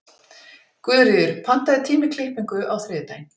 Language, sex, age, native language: Icelandic, female, 50-59, Icelandic